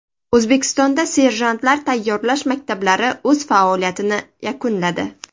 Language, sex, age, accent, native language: Uzbek, female, 18-24, Toshkent shahri, Uzbek